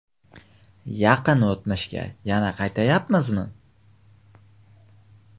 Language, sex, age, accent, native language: Uzbek, male, 18-24, Xorazm, Uzbek